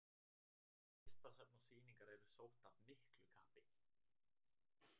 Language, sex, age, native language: Icelandic, male, 18-19, Icelandic